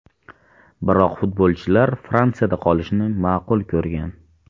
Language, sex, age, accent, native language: Uzbek, male, 18-24, Farg'ona, Uzbek